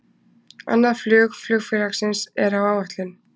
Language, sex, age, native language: Icelandic, female, 20-29, Icelandic